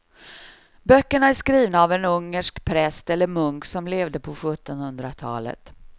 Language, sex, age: Swedish, female, 53